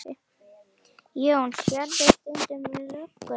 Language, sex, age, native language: Icelandic, female, 10, Icelandic